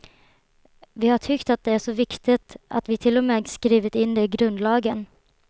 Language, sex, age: Swedish, female, 23